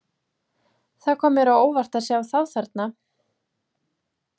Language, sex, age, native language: Icelandic, female, 20-29, Icelandic